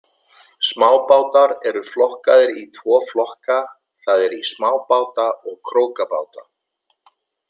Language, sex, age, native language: Icelandic, male, 70-79, Icelandic